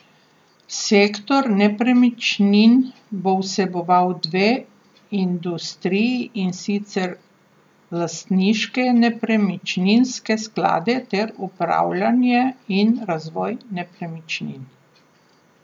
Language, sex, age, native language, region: Slovenian, female, 60+, Slovenian, Southeast Slovenia